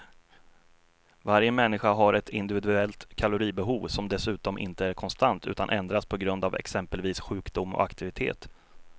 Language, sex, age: Swedish, male, 33